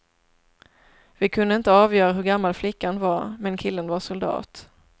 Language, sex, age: Swedish, female, 27